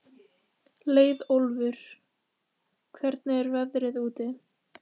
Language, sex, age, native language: Icelandic, female, 15, Icelandic